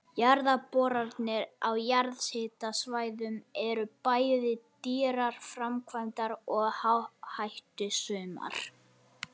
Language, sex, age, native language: Icelandic, male, 11, Icelandic